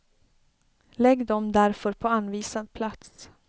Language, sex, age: Swedish, female, 33